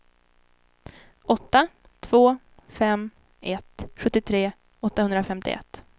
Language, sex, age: Swedish, female, 18